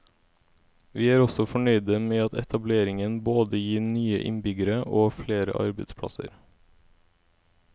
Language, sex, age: Norwegian, male, 17